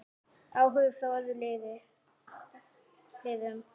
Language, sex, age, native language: Icelandic, female, 9, Icelandic